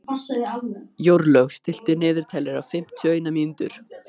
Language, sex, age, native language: Icelandic, male, 13, Icelandic